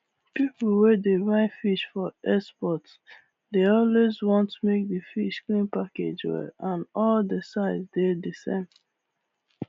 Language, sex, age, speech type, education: Nigerian Pidgin, female, 15-29, spontaneous, tertiary